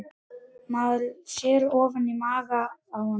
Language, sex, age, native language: Icelandic, male, 11, Icelandic